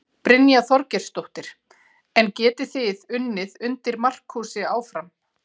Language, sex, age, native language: Icelandic, female, 40-49, Icelandic